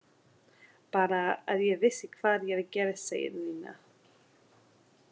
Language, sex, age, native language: Icelandic, female, 30-39, English